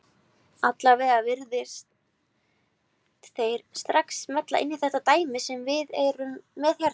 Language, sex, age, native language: Icelandic, female, 20-29, Icelandic